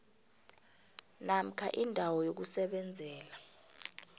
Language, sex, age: South Ndebele, female, 26